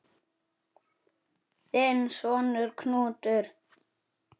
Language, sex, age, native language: Icelandic, male, 9, Icelandic